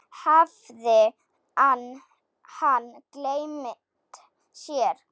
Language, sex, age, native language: Icelandic, female, 7, Slovak